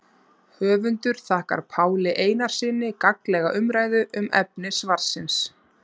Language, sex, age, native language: Icelandic, female, 30-39, Icelandic